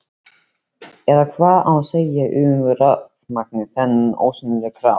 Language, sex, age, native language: Icelandic, male, 13, Icelandic